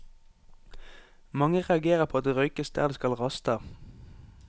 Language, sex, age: Norwegian, male, 18